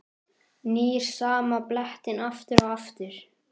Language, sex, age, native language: Icelandic, male, 11, Icelandic